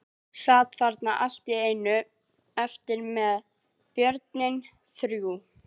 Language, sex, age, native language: Icelandic, female, 11, Icelandic